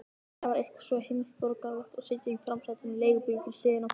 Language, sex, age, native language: Icelandic, male, 20-29, Icelandic